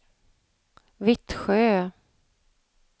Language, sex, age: Swedish, female, 35